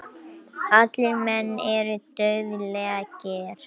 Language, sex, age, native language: Icelandic, other, 18-19, Icelandic